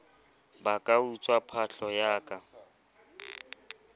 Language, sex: Southern Sotho, male